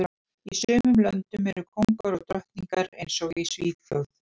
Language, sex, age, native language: Icelandic, female, 50-59, Icelandic